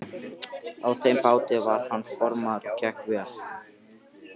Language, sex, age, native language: Icelandic, male, 13, Icelandic